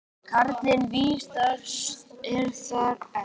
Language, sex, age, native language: Icelandic, male, 8, Icelandic